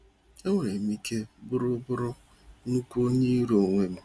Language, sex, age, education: Igbo, male, 30-45, tertiary